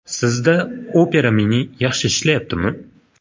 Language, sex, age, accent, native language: Uzbek, male, 25-34, Farg'ona, Uzbek